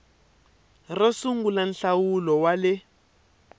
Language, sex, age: Tsonga, male, 23